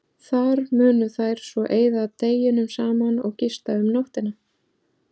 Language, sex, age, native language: Icelandic, female, 40-49, Icelandic